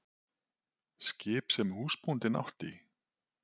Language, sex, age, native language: Icelandic, male, 40-49, Icelandic